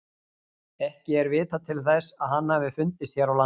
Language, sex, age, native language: Icelandic, male, 40-49, Icelandic